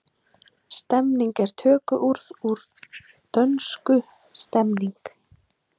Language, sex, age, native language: Icelandic, female, 20-29, Icelandic